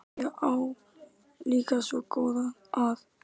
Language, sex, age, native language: Icelandic, male, 18-19, Icelandic